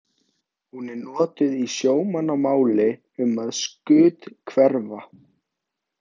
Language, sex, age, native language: Icelandic, male, 18-19, Icelandic